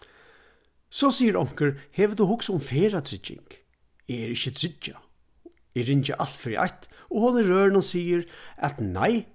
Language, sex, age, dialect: Faroese, male, 36-60, Suðurstreymoy